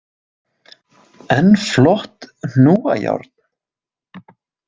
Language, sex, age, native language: Icelandic, male, 20-29, Icelandic